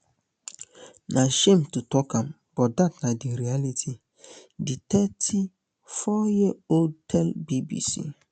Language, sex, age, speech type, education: Nigerian Pidgin, male, 15-29, spontaneous, tertiary